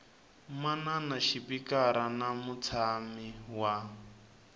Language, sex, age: Tsonga, male, 19